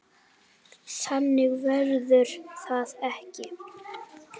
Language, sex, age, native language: Icelandic, male, 9, Icelandic